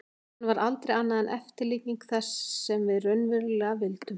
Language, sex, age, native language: Icelandic, female, 40-49, Icelandic